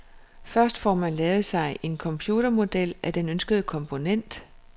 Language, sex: Danish, female